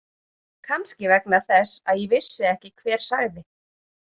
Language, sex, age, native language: Icelandic, female, 30-39, Icelandic